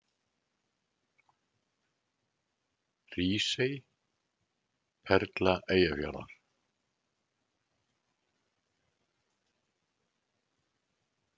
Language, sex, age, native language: Icelandic, male, 70-79, Icelandic